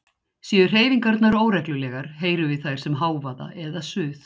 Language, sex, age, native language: Icelandic, female, 60-69, Icelandic